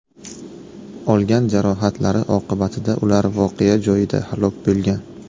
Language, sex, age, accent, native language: Uzbek, male, 18-24, Navoiy, Uzbek